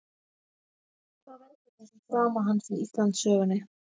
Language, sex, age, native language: Icelandic, female, 30-39, Icelandic